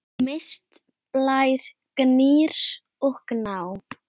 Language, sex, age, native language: Icelandic, female, 8, Icelandic